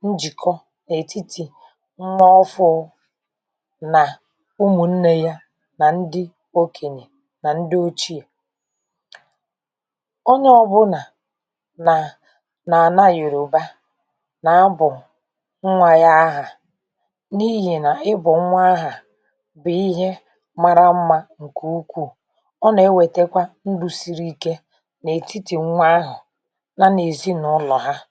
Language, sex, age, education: Igbo, female, 46-60, tertiary